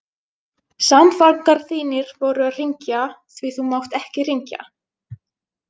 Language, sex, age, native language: Icelandic, female, 20-29, Finnish